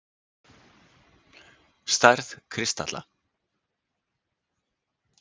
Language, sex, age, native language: Icelandic, male, 60-69, Icelandic